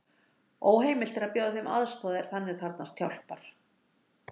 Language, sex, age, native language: Icelandic, female, 60-69, Icelandic